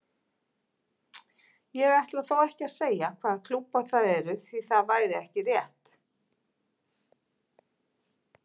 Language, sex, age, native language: Icelandic, female, 40-49, Icelandic